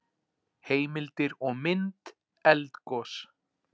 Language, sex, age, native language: Icelandic, male, 40-49, Icelandic